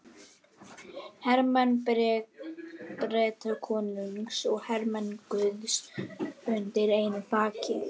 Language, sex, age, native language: Icelandic, female, 11, Icelandic